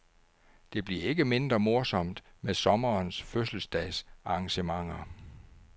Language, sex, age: Danish, male, 49